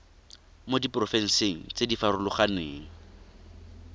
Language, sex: Tswana, male